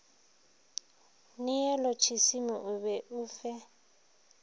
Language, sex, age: Northern Sotho, female, 23